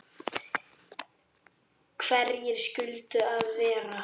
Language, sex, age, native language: Icelandic, male, 8, Icelandic